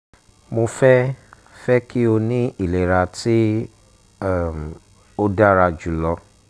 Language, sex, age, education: Yoruba, male, 30-45, tertiary